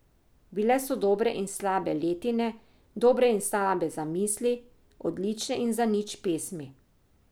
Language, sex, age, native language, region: Slovenian, female, 50-59, Slovenian, Drava region